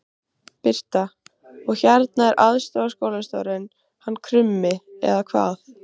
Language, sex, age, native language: Icelandic, female, 15, Icelandic